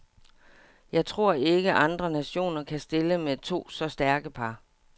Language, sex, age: Danish, female, 57